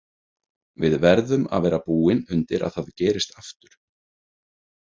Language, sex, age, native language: Icelandic, male, 30-39, Icelandic